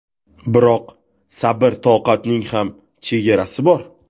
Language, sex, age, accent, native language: Uzbek, male, 18-24, Toshkent viloyati, Uzbek